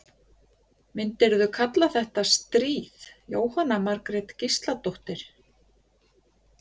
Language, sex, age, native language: Icelandic, female, 50-59, Icelandic